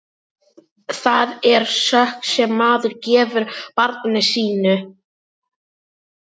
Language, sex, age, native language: Icelandic, female, 18-19, Icelandic